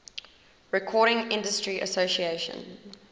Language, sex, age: English, female, 19